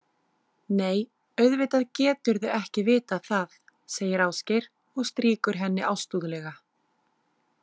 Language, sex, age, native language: Icelandic, female, 30-39, Icelandic